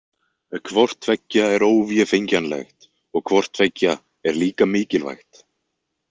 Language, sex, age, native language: Icelandic, male, 20-29, Icelandic